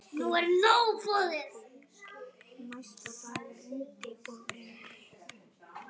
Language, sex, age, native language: Icelandic, male, 8, Icelandic